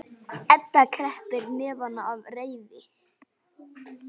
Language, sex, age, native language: Icelandic, female, 9, Icelandic